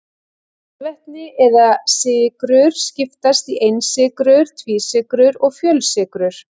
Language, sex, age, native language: Icelandic, female, 40-49, Icelandic